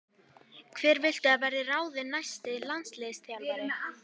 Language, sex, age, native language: Icelandic, female, 12, Icelandic